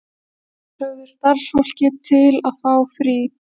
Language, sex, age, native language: Icelandic, male, 20-29, Icelandic